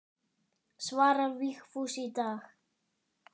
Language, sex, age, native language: Icelandic, male, 10, Icelandic